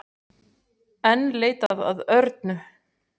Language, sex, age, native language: Icelandic, female, 40-49, Icelandic